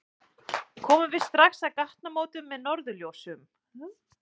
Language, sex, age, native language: Icelandic, male, 11, Icelandic